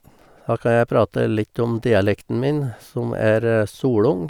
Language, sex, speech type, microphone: Norwegian, male, spontaneous, Sennheiser